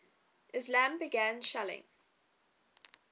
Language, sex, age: English, female, 20